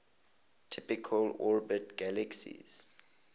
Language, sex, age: English, male, 20